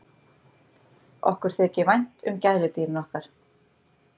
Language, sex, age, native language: Icelandic, female, 30-39, Icelandic